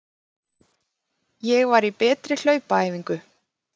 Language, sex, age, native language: Icelandic, female, 30-39, Icelandic